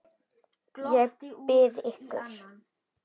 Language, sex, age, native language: Icelandic, female, 10, Icelandic